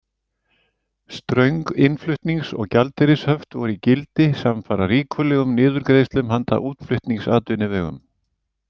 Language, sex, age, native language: Icelandic, male, 70-79, Icelandic